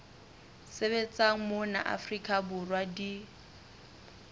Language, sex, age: Southern Sotho, female, 21